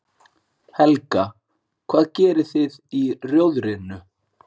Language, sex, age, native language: Icelandic, male, 40-49, Icelandic